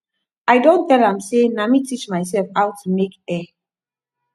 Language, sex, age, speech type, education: Nigerian Pidgin, female, 15-29, spontaneous, tertiary